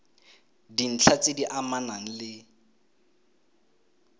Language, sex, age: Tswana, male, 20